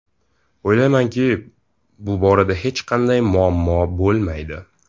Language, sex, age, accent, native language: Uzbek, male, 18-24, Toshkent shahri, Uzbek